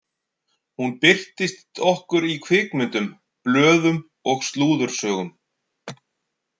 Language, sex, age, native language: Icelandic, male, 40-49, Icelandic